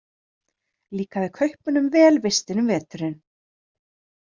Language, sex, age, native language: Icelandic, female, 30-39, Icelandic